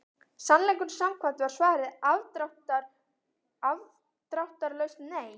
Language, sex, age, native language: Icelandic, female, 12, Icelandic